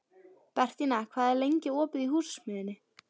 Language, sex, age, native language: Icelandic, female, 12, Icelandic